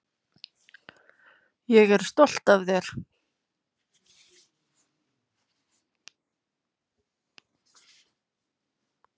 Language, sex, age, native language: Icelandic, male, 10, Icelandic